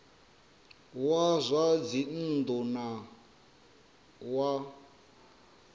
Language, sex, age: Venda, male, 34